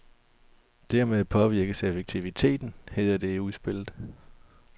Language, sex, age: Danish, male, 32